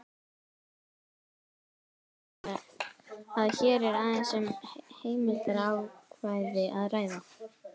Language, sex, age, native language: Icelandic, female, 18-19, Icelandic